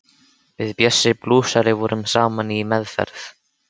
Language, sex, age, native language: Icelandic, male, 13, Icelandic